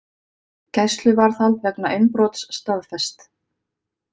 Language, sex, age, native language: Icelandic, female, 30-39, Icelandic